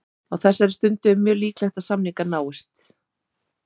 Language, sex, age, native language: Icelandic, female, 30-39, Icelandic